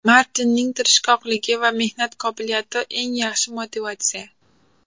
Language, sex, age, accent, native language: Uzbek, female, under 19, Farg'ona, Uzbek